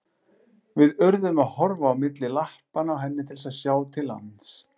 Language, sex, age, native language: Icelandic, male, 40-49, Icelandic